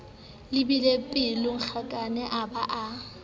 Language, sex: Southern Sotho, female